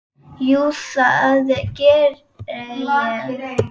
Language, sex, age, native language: Icelandic, female, 8, Icelandic